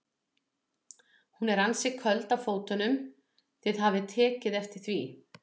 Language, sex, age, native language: Icelandic, female, 40-49, Icelandic